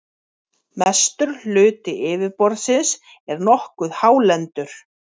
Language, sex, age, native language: Icelandic, female, 40-49, Icelandic